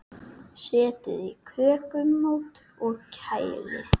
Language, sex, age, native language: Icelandic, male, 8, Icelandic